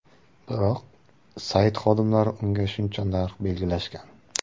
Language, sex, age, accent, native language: Uzbek, male, 18-24, Surxondaryo, Uzbek